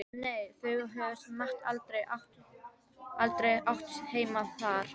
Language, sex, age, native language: Icelandic, female, 12, Icelandic